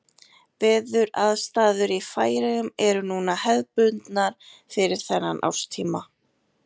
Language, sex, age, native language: Icelandic, female, 40-49, Icelandic